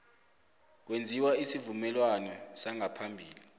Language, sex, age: South Ndebele, male, 25